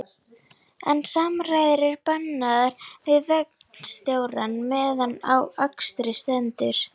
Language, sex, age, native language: Icelandic, female, 11, Icelandic